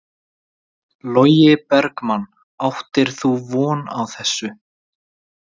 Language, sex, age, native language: Icelandic, male, 20-29, Icelandic